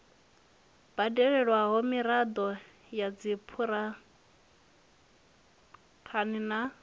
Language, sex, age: Venda, female, 25